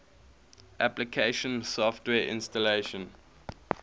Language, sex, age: English, male, 21